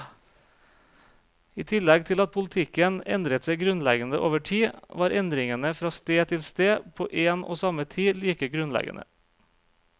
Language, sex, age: Norwegian, male, 35